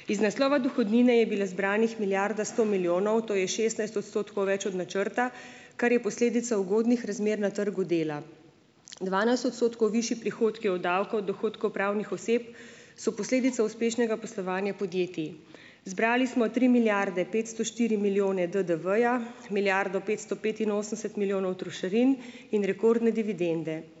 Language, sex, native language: Slovenian, female, Slovenian